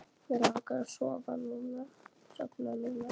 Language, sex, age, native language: Icelandic, female, 8, Icelandic